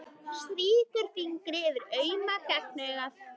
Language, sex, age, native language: Icelandic, female, 13, Icelandic